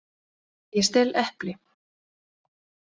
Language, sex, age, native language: Icelandic, female, 40-49, Icelandic